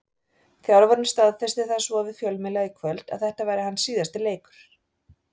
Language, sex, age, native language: Icelandic, female, 40-49, Icelandic